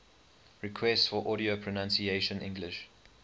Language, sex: English, male